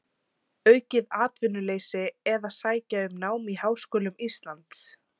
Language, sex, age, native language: Icelandic, female, 17, Icelandic